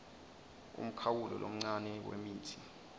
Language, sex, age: Swati, male, 19